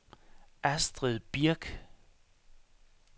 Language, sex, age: Danish, male, 33